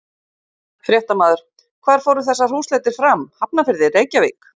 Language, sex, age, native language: Icelandic, female, 50-59, Icelandic